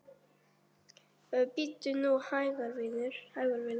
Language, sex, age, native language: Icelandic, female, 8, Icelandic